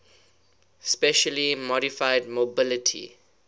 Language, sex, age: English, male, 21